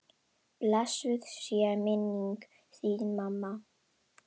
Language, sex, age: Icelandic, female, 10